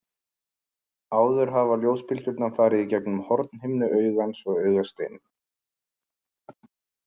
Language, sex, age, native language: Icelandic, male, 20-29, Icelandic